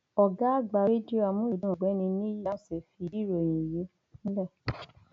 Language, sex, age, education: Yoruba, female, 30-45, tertiary